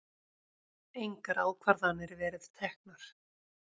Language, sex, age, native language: Icelandic, female, 40-49, Icelandic